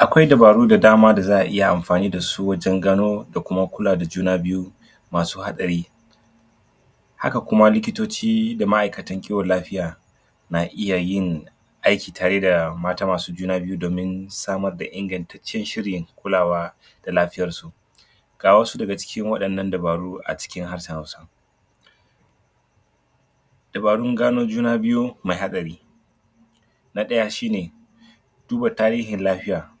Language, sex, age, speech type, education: Hausa, male, 30-45, spontaneous, tertiary